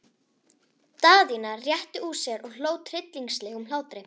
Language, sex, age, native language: Icelandic, female, 11, Icelandic